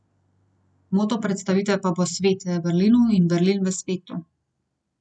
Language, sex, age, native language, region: Slovenian, female, 30-49, Slovenian, Gorenjska region